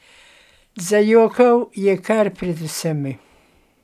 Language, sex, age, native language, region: Slovenian, female, 60+, Slovenian, Gorenjska region